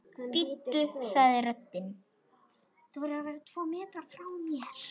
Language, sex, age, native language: Icelandic, female, 10, Icelandic